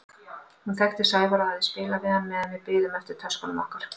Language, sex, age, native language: Icelandic, female, 50-59, Icelandic